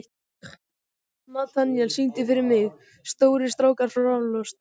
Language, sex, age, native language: Icelandic, male, 14, Icelandic